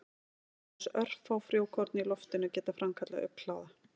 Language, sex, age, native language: Icelandic, female, 40-49, Icelandic